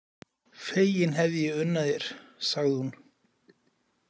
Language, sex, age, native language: Icelandic, male, 40-49, Icelandic